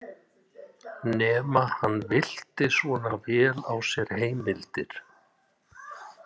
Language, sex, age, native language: Icelandic, male, 60-69, Icelandic